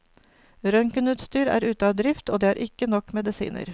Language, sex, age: Norwegian, female, 49